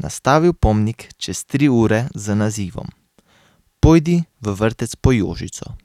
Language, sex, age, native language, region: Slovenian, male, 18-29, Slovenian, Carinthia region